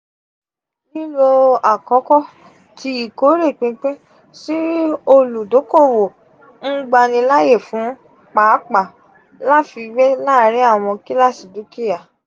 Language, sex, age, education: Yoruba, female, 15-29, tertiary